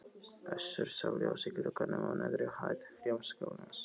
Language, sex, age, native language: Icelandic, male, 12, Icelandic